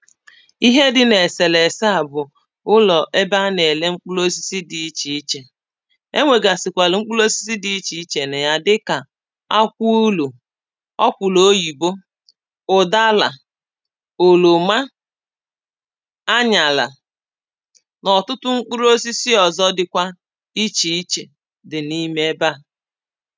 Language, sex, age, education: Igbo, female, 30-45, primary